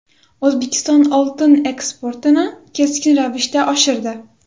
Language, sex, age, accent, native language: Uzbek, female, under 19, Toshkent shahri, Uzbek